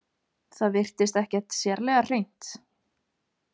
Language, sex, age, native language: Icelandic, female, 20-29, Icelandic